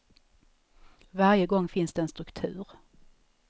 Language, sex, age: Swedish, female, 34